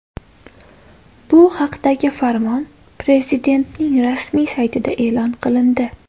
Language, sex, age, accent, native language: Uzbek, female, 18-24, Toshkent shahri, Uzbek